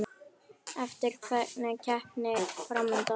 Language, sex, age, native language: Icelandic, female, 10, Icelandic